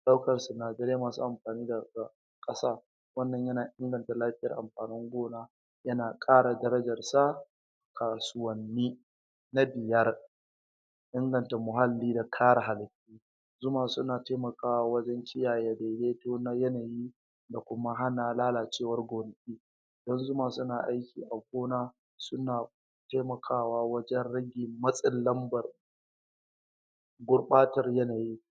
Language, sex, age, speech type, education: Hausa, male, 46-60, spontaneous, tertiary